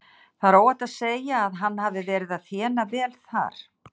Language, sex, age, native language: Icelandic, female, 60-69, Icelandic